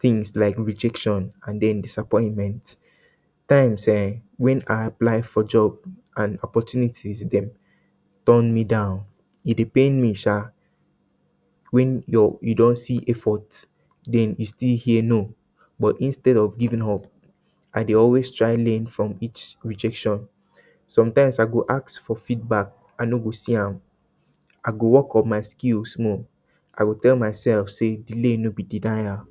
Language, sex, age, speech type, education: Nigerian Pidgin, male, 30-45, spontaneous, tertiary